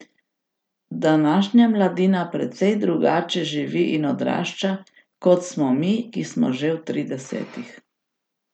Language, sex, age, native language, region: Slovenian, female, 60+, Slovenian, Gorica region